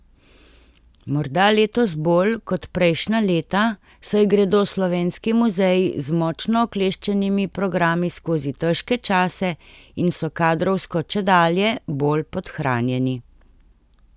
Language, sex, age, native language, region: Slovenian, female, 50-59, Slovenian, Central Slovenia